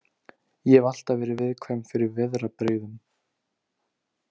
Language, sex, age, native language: Icelandic, male, 18-19, Icelandic